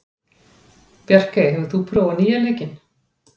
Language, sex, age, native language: Icelandic, female, 40-49, Icelandic